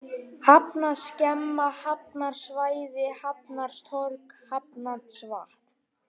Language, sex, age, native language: Icelandic, male, 18-19, Icelandic